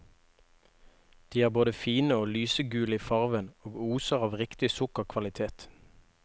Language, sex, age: Norwegian, male, 21